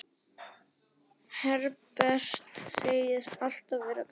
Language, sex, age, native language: Icelandic, male, 9, Icelandic